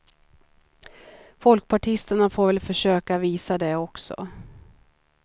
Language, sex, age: Swedish, female, 39